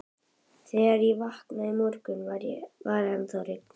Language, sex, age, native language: Icelandic, female, 11, Icelandic